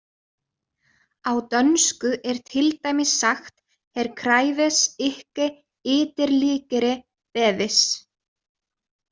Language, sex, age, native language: Icelandic, female, 20-29, Icelandic